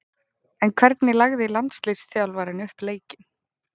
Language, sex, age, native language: Icelandic, female, 20-29, Icelandic